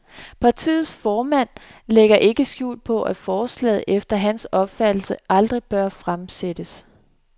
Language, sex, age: Danish, female, 26